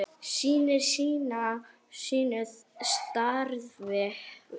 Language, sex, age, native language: Icelandic, female, 10, Arabic